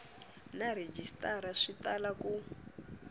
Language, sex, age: Tsonga, female, 24